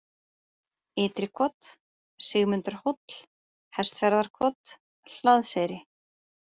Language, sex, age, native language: Icelandic, female, 30-39, Icelandic